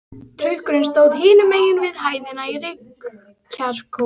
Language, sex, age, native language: Icelandic, female, 13, Icelandic